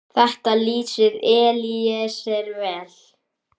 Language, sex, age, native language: Icelandic, male, 10, Icelandic